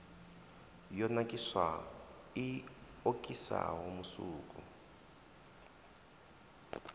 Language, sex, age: Venda, male, 23